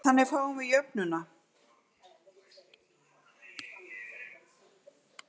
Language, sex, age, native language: Icelandic, female, 60-69, Icelandic